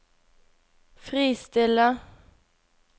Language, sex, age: Norwegian, female, 21